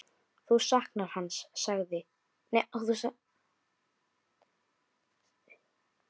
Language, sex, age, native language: Icelandic, male, 9, Icelandic